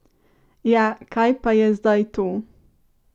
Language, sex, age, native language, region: Slovenian, female, 18-29, Slovenian, Central Slovenia